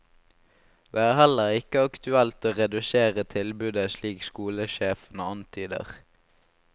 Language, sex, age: Norwegian, male, 18